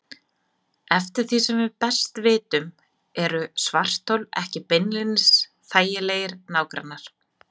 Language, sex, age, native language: Icelandic, female, 30-39, Icelandic